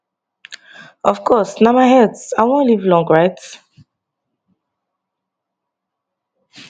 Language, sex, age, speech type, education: Nigerian Pidgin, female, 15-29, spontaneous, tertiary